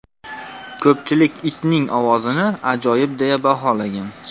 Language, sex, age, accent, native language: Uzbek, male, 18-24, Andijon, Uzbek